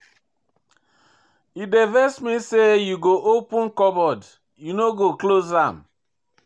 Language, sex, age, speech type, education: Nigerian Pidgin, male, 46-60, read, tertiary